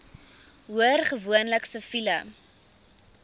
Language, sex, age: Afrikaans, female, 19